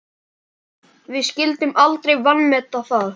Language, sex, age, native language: Icelandic, male, 10, Icelandic